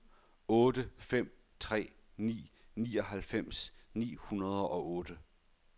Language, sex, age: Danish, male, 51